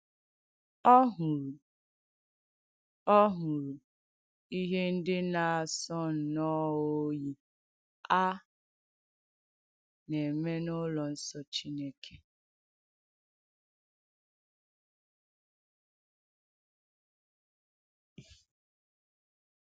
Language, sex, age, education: Igbo, female, 15-29, tertiary